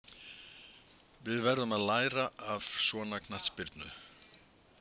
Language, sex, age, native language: Icelandic, male, 70-79, Icelandic